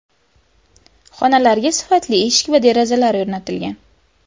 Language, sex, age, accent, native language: Uzbek, female, under 19, Buxoro, Uzbek